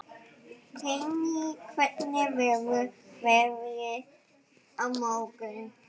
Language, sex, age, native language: Icelandic, female, 11, Icelandic